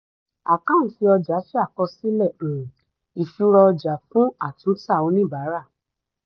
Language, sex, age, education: Yoruba, female, 30-45, tertiary